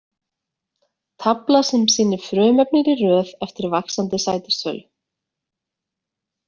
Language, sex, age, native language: Icelandic, female, 30-39, Icelandic